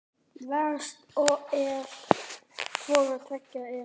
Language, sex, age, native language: Icelandic, male, 10, Icelandic